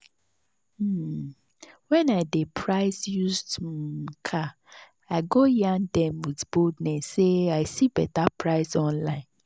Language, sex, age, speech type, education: Nigerian Pidgin, female, 30-45, spontaneous, tertiary